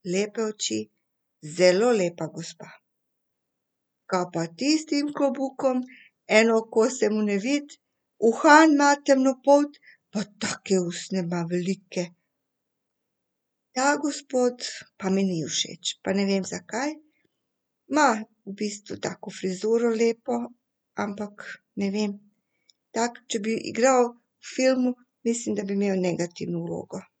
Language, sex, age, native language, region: Slovenian, female, 50-59, Serbian, Central Slovenia